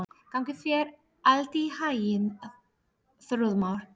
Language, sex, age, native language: Icelandic, female, 30-39, Polish